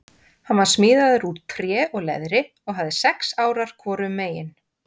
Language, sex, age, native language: Icelandic, female, 50-59, Icelandic